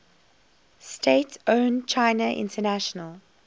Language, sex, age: English, female, 21